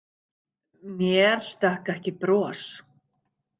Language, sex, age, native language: Icelandic, female, 50-59, Icelandic